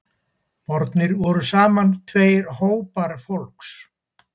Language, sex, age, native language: Icelandic, male, 70-79, Icelandic